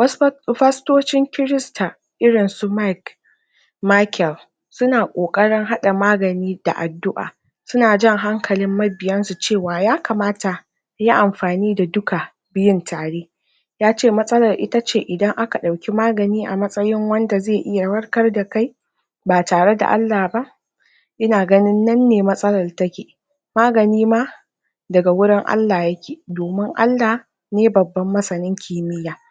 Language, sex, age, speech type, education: Hausa, female, 46-60, spontaneous, secondary